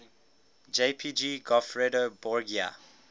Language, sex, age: English, male, 18